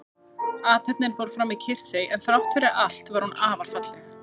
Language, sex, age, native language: Icelandic, female, 30-39, Icelandic